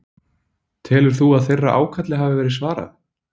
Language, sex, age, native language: Icelandic, male, 20-29, Icelandic